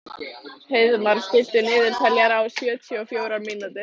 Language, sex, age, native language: Icelandic, female, 13, Icelandic